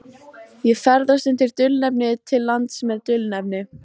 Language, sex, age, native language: Icelandic, female, 14, Icelandic